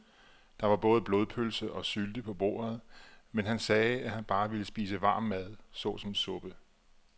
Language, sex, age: Danish, male, 34